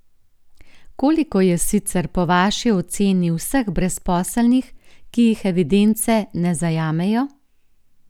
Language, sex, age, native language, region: Slovenian, female, 50-59, Slovenian, Gorenjska region